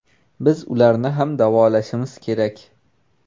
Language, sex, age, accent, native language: Uzbek, male, 18-24, Toshkent shahri, Uzbek